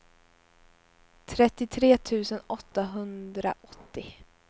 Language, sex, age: Swedish, female, 21